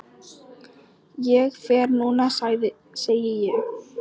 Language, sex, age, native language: Icelandic, female, 10, Polish